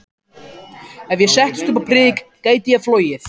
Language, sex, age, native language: Icelandic, other, 14, Icelandic